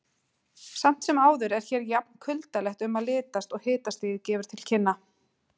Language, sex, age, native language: Icelandic, female, 40-49, Icelandic